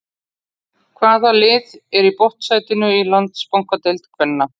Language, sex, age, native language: Icelandic, female, 40-49, Icelandic